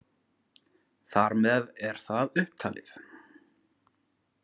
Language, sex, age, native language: Icelandic, male, 40-49, Icelandic